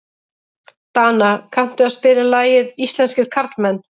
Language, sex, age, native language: Icelandic, female, 30-39, Icelandic